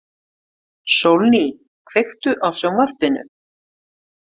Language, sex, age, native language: Icelandic, female, 50-59, Icelandic